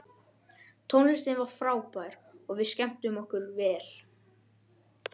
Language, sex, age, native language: Icelandic, male, 12, Icelandic